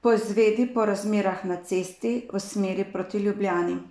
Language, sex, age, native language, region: Slovenian, female, 50-59, Slovenian, Savinja region